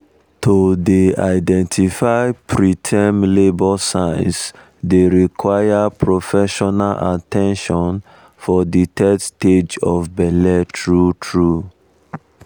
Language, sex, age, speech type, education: Nigerian Pidgin, male, 15-29, spontaneous, tertiary